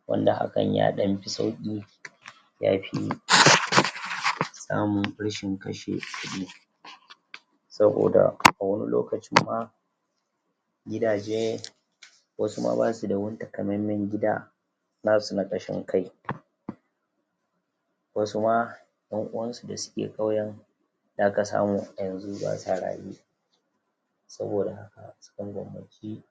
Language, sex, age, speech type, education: Hausa, female, 15-29, spontaneous, tertiary